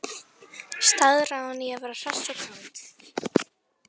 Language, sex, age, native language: Icelandic, female, 11, Icelandic